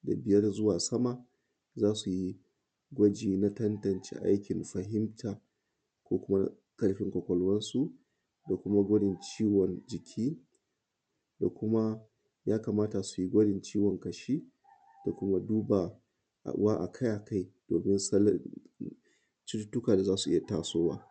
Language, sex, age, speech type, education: Hausa, male, 30-45, spontaneous, tertiary